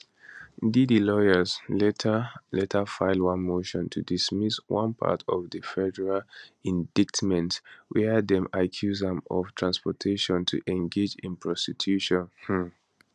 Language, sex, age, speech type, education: Nigerian Pidgin, male, 15-29, spontaneous, tertiary